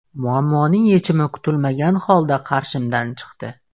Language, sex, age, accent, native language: Uzbek, male, 18-24, Toshkent viloyati, Uzbek